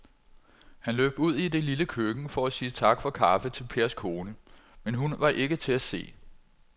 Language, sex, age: Danish, male, 46